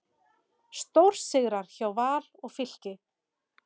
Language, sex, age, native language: Icelandic, female, 40-49, Icelandic